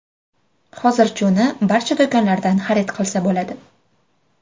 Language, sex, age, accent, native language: Uzbek, female, 25-34, Farg'ona, Uzbek